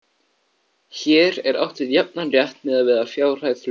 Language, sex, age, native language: Icelandic, male, 14, Icelandic